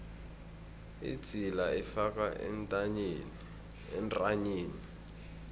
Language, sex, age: South Ndebele, male, 20